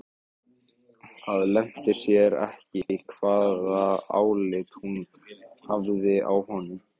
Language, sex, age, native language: Icelandic, male, 15, Icelandic